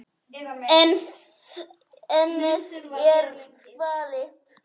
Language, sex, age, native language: Icelandic, female, 10, Polish